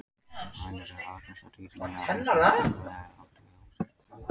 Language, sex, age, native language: Icelandic, male, 18-19, Icelandic